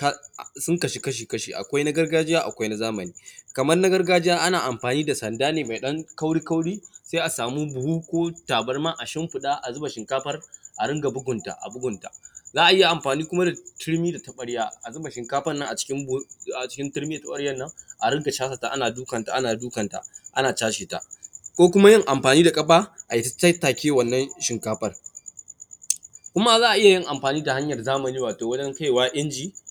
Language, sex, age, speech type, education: Hausa, male, 15-29, spontaneous, primary